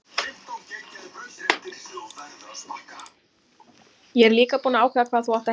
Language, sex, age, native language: Icelandic, female, 40-49, Icelandic